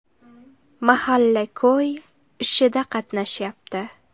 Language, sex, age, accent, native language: Uzbek, female, 18-24, Farg'ona, Uzbek